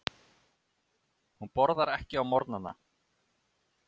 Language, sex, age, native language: Icelandic, male, 30-39, Icelandic